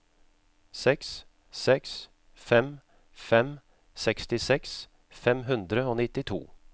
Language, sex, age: Norwegian, male, 36